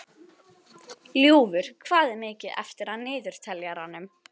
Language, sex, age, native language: Icelandic, female, 11, Icelandic